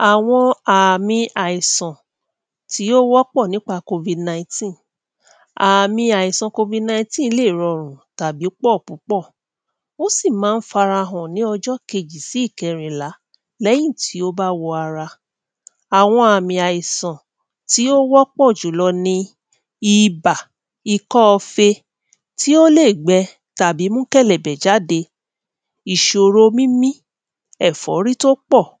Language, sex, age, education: Yoruba, female, 30-45, tertiary